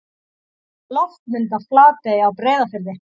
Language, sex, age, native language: Icelandic, female, 40-49, Icelandic